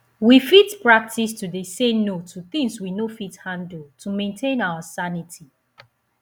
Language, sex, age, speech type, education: Nigerian Pidgin, female, 15-29, spontaneous, tertiary